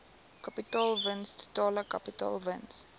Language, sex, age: Afrikaans, female, 19